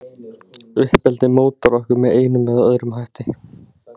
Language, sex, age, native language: Icelandic, male, 16, Icelandic